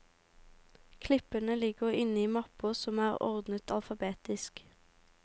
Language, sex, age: Norwegian, female, 18